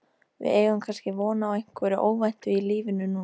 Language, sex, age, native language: Icelandic, female, 13, Icelandic